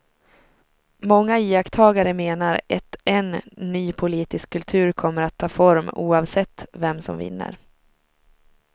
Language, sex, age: Swedish, female, 23